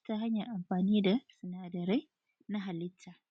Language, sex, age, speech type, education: Hausa, female, 30-45, spontaneous, tertiary